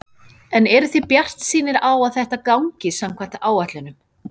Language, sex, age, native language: Icelandic, female, 40-49, Icelandic